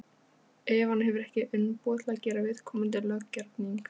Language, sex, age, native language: Icelandic, female, 15, Polish